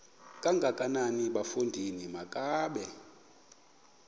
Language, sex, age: Xhosa, male, 24